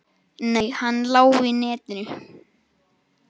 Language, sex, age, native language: Icelandic, male, 10, Icelandic